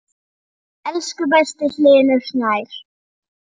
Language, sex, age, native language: Icelandic, female, 8, Icelandic